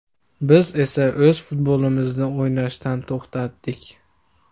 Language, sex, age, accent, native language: Uzbek, male, 18-24, Andijon, Uzbek